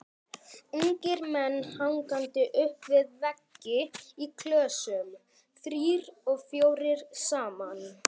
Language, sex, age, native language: Icelandic, male, 18-19, Icelandic